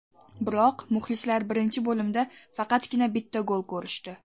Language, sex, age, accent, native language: Uzbek, female, 12-17, Toshkent shahri, Uzbek